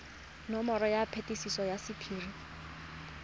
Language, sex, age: Tswana, female, 20